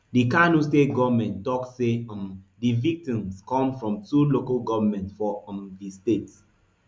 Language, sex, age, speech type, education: Nigerian Pidgin, male, 15-29, spontaneous, tertiary